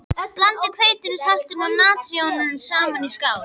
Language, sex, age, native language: Icelandic, female, 12, Icelandic